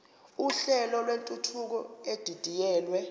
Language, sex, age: Zulu, male, 29